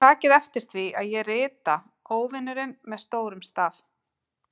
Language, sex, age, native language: Icelandic, female, 40-49, Icelandic